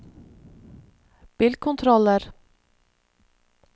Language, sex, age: Norwegian, female, 46